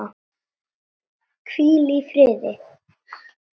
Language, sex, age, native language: Icelandic, female, 10, Icelandic